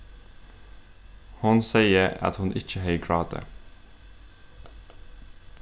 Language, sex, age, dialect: Faroese, male, 15-35, Suðurstreymoy